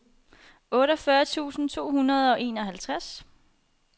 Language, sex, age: Danish, female, 21